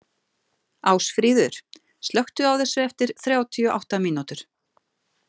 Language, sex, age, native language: Icelandic, female, 50-59, Icelandic